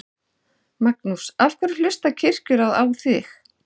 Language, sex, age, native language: Icelandic, male, 11, Icelandic